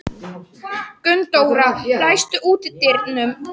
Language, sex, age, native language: Icelandic, male, 40-49, Polish